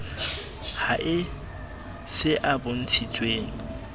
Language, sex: Southern Sotho, male